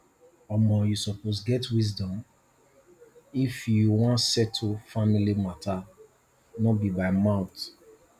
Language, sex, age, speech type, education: Nigerian Pidgin, male, 30-45, spontaneous, tertiary